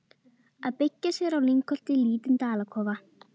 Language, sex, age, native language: Icelandic, female, 12, Icelandic